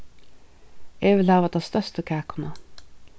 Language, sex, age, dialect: Faroese, female, 36-60, Suðurstreymoy